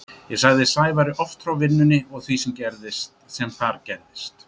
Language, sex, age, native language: Icelandic, male, 60-69, Icelandic